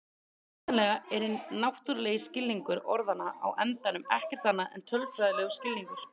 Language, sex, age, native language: Icelandic, female, 30-39, Icelandic